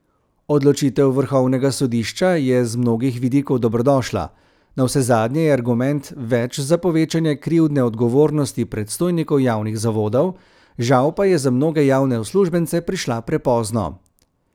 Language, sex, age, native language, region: Slovenian, male, 30-49, Slovenian, Central Slovenia